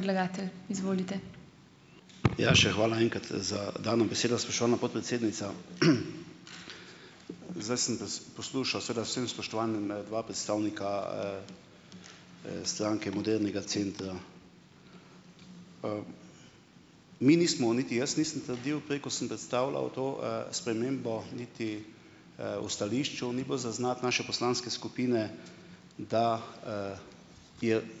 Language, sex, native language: Slovenian, male, Slovenian